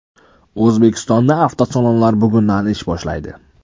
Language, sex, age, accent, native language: Uzbek, male, 18-24, Samarqand, Uzbek